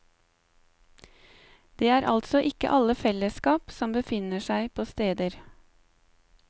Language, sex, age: Norwegian, female, 35